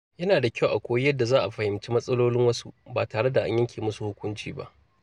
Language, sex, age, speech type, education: Hausa, male, 30-45, spontaneous, tertiary